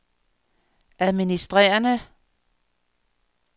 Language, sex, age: Danish, female, 58